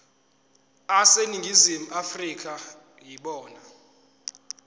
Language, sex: Zulu, male